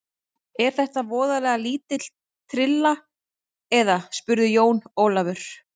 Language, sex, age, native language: Icelandic, female, 30-39, Icelandic